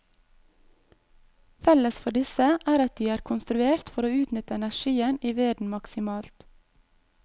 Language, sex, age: Norwegian, female, 22